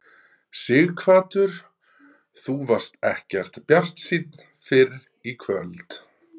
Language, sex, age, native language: Icelandic, male, 30-39, Icelandic